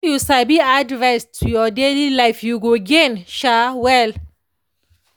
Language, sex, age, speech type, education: Nigerian Pidgin, female, 30-45, spontaneous, tertiary